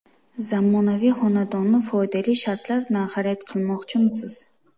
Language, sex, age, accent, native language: Uzbek, female, 25-34, Namangan, Uzbek